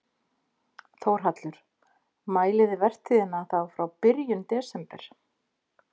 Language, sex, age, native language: Icelandic, female, 50-59, Icelandic